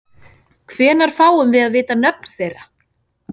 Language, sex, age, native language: Icelandic, female, 40-49, Icelandic